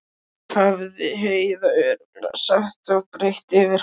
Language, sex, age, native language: Icelandic, male, 13, Icelandic